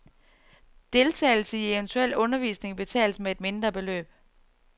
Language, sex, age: Danish, female, 34